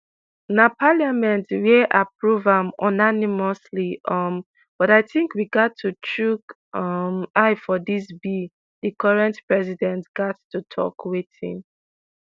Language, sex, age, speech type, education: Nigerian Pidgin, female, 15-29, spontaneous, tertiary